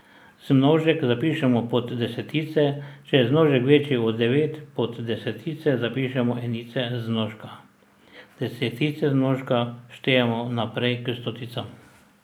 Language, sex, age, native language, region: Slovenian, male, 60+, Slovenian, Drava region